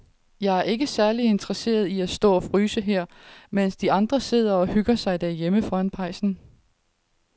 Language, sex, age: Danish, female, 30